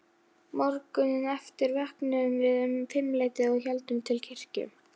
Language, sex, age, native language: Icelandic, female, 11, Icelandic